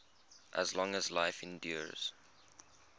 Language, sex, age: English, male, 21